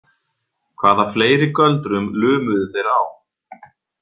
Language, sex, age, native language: Icelandic, male, 40-49, Icelandic